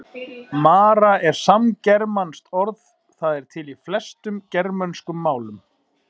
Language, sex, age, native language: Icelandic, male, 40-49, Icelandic